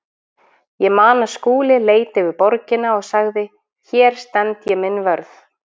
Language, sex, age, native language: Icelandic, female, 40-49, Icelandic